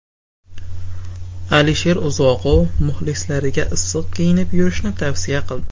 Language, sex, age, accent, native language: Uzbek, male, 19-29, Farg'ona, Uzbek